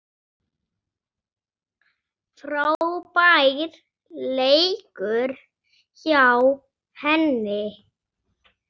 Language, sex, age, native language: Icelandic, male, 6, Icelandic